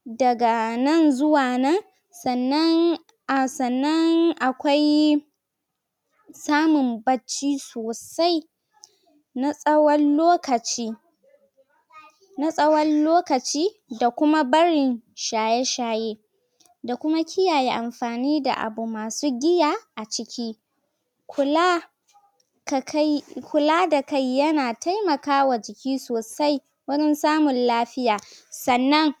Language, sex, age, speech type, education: Hausa, female, 15-29, spontaneous, tertiary